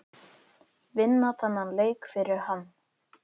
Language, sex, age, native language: Icelandic, male, 8, Icelandic